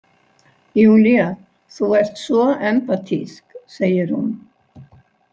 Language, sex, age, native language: Icelandic, female, 60-69, Icelandic